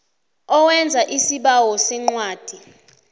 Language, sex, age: South Ndebele, female, 29